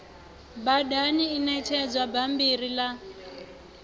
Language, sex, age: Venda, female, 28